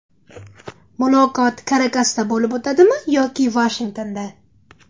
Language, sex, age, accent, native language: Uzbek, female, under 19, Andijon, Uzbek